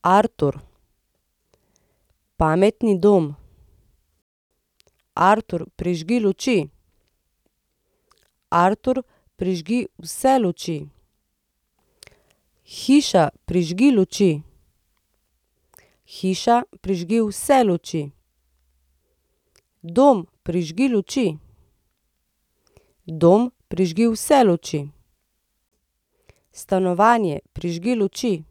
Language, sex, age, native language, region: Slovenian, female, 30-49, Slovenian, Central Slovenia